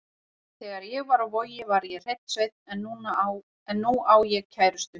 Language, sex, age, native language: Icelandic, female, 40-49, Icelandic